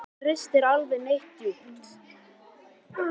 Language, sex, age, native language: Icelandic, male, 11, Icelandic